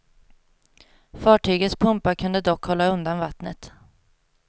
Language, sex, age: Swedish, female, 22